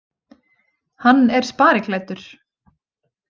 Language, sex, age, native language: Icelandic, female, 20-29, Icelandic